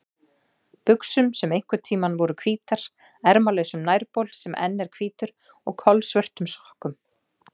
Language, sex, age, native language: Icelandic, female, 40-49, Icelandic